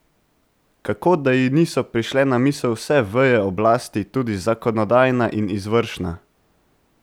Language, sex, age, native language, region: Slovenian, male, 18-29, Slovenian, Central Slovenia